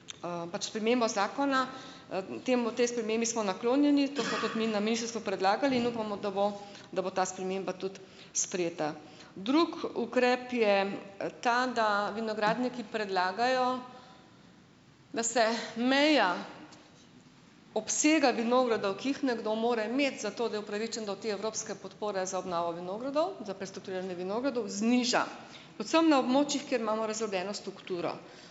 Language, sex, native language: Slovenian, female, Slovenian